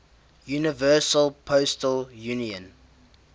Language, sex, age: English, male, 18